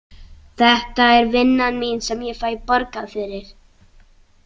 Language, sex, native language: Icelandic, other, Icelandic